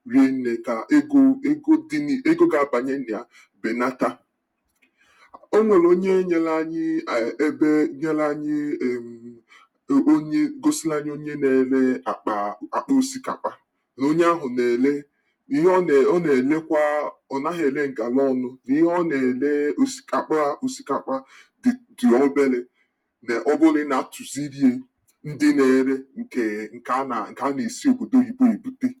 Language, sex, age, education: Igbo, male, 30-45, tertiary